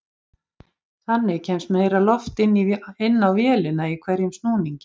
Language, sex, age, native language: Icelandic, female, 50-59, Icelandic